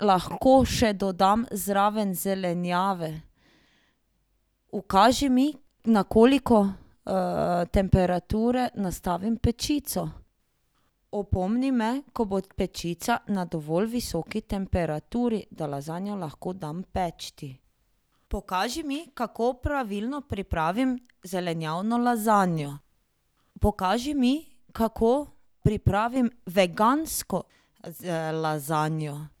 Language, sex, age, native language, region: Slovenian, female, 30-49, Slovenian, Drava region